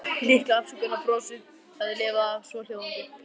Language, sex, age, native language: Icelandic, male, 11, Icelandic